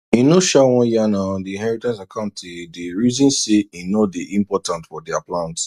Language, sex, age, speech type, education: Nigerian Pidgin, male, 30-45, spontaneous, tertiary